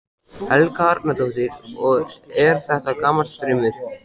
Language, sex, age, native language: Icelandic, male, 14, Icelandic